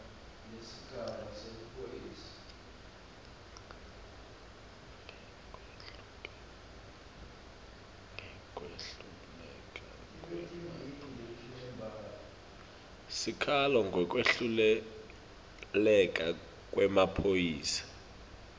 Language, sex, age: Swati, male, 24